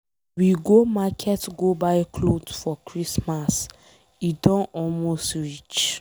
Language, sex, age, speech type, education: Nigerian Pidgin, female, 15-29, read, secondary